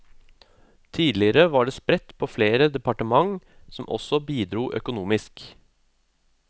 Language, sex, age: Norwegian, male, 36